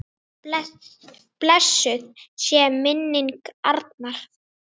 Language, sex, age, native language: Icelandic, male, 9, Icelandic